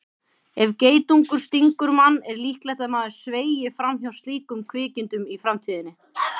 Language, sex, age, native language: Icelandic, female, 30-39, Icelandic